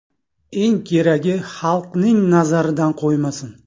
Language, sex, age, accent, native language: Uzbek, male, 35+, Toshkent shahri, Uzbek